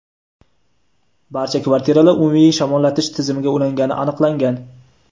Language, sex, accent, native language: Uzbek, male, Toshkent viloyati, Uzbek